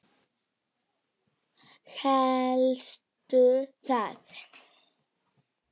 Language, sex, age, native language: Icelandic, male, 7, Icelandic